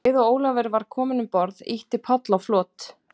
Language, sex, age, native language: Icelandic, female, 40-49, Icelandic